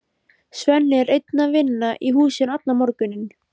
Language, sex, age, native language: Icelandic, female, 13, Icelandic